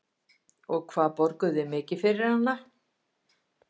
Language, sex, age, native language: Icelandic, female, 50-59, Icelandic